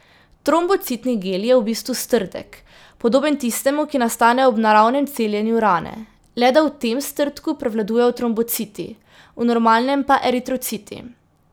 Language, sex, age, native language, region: Slovenian, female, 18-29, Slovenian, Drava region